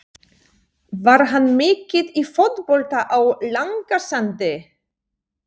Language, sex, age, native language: Icelandic, female, 40-49, Polish